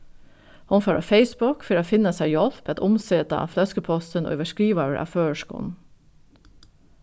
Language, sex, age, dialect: Faroese, female, 36-60, Norðuroyggjar